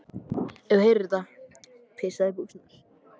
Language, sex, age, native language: Icelandic, male, 18-19, Icelandic